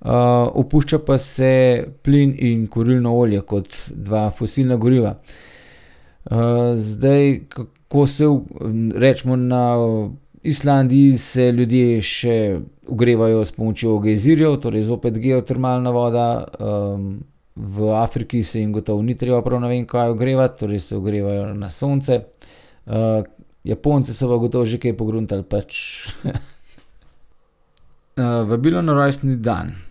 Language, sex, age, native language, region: Slovenian, male, 30-49, Slovenian, Gorenjska region